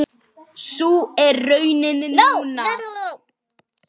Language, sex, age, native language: Icelandic, female, 9, Icelandic